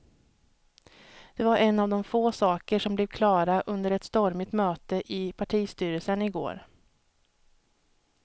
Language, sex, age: Swedish, female, 31